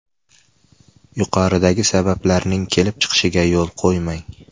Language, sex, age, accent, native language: Uzbek, male, 18-24, Namangan, Uzbek